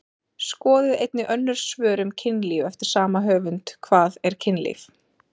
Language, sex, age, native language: Icelandic, female, 30-39, Icelandic